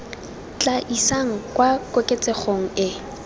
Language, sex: Tswana, female